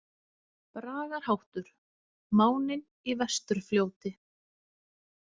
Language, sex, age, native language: Icelandic, female, 30-39, Icelandic